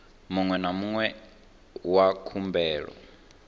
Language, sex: Venda, male